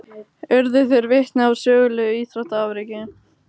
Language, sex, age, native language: Icelandic, female, 18-19, Icelandic